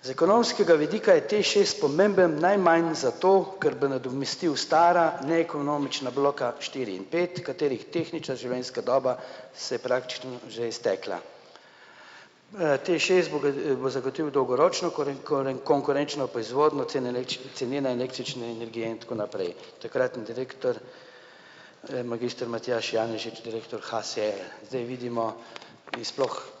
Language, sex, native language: Slovenian, male, Slovenian